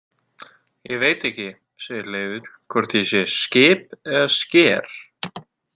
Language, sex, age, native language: Icelandic, male, 18-19, Icelandic